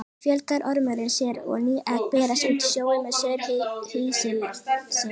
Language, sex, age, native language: Icelandic, female, 18-19, Icelandic